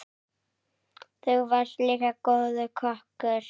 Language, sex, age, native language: Icelandic, male, 9, Icelandic